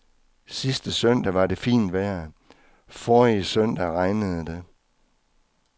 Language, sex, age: Danish, male, 66